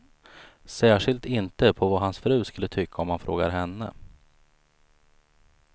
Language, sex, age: Swedish, male, 35